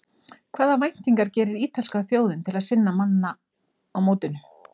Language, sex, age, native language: Icelandic, female, 40-49, Icelandic